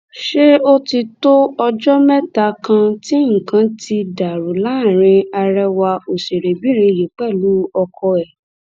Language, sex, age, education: Yoruba, female, 15-29, tertiary